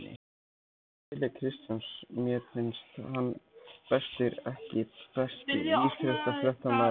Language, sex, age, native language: Icelandic, male, 14, Icelandic